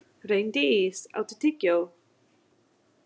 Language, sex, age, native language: Icelandic, female, 30-39, English